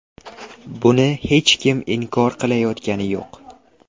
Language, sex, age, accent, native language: Uzbek, male, 12-17, Qashqadaryo, Uzbek